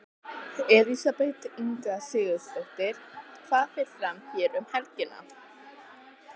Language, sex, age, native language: Icelandic, other, 12, Icelandic